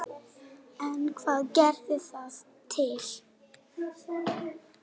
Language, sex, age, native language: Icelandic, female, 7, Icelandic